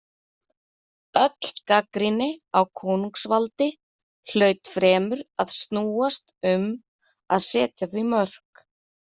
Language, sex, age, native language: Icelandic, female, 30-39, Icelandic